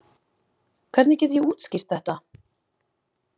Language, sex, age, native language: Icelandic, female, 20-29, Icelandic